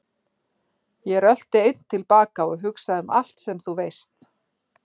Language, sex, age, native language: Icelandic, female, 40-49, Icelandic